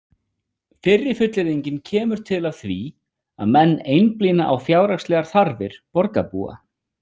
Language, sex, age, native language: Icelandic, male, 40-49, Icelandic